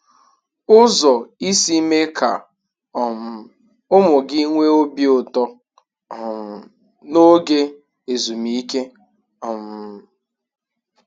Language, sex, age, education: Igbo, male, 15-29, tertiary